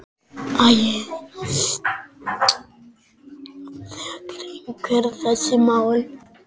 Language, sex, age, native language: Icelandic, male, 6, Icelandic